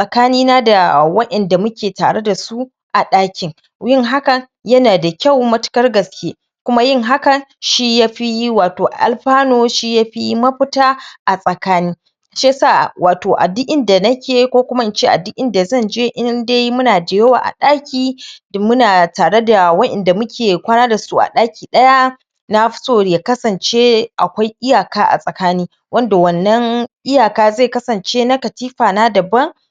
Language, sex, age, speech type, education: Hausa, male, 15-29, spontaneous, primary